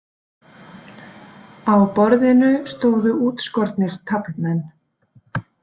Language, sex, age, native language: Icelandic, female, 40-49, Icelandic